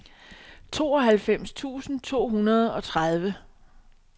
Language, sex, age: Danish, female, 62